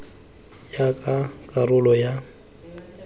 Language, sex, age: Tswana, male, 20